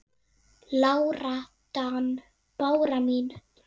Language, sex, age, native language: Icelandic, female, 8, Icelandic